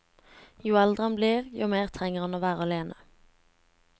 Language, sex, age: Norwegian, female, 17